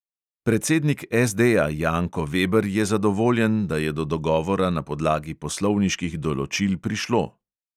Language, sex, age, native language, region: Slovenian, male, 30-49, Slovenian, Central Slovenia